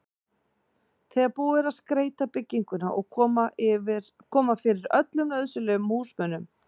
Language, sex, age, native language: Icelandic, female, 40-49, Icelandic